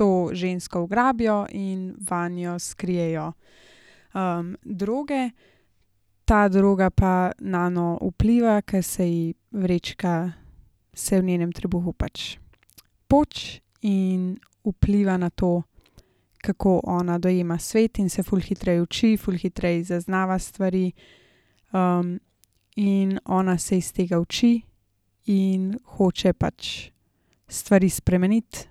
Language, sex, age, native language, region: Slovenian, female, 18-29, Slovenian, Gorenjska region